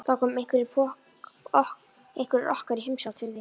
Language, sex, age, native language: Icelandic, female, 11, Icelandic